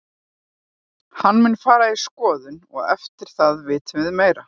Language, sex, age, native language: Icelandic, female, 40-49, Icelandic